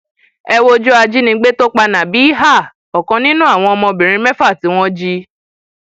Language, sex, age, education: Yoruba, female, 15-29, tertiary